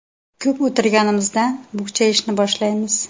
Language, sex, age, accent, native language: Uzbek, female, 35+, Buxoro, Uzbek